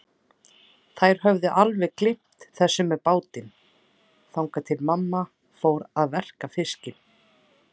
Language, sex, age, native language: Icelandic, female, 30-39, Icelandic